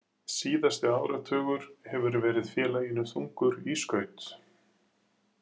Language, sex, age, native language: Icelandic, male, 40-49, Icelandic